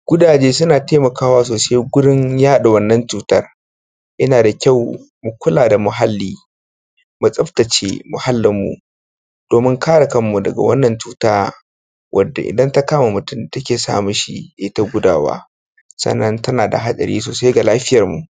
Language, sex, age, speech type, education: Hausa, male, 15-29, spontaneous, tertiary